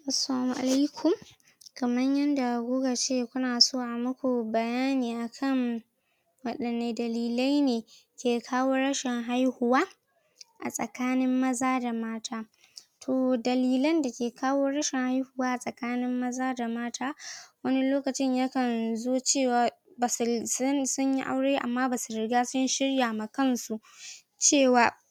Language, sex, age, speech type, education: Hausa, female, 15-29, spontaneous, tertiary